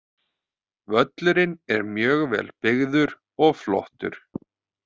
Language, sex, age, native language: Icelandic, male, 30-39, Icelandic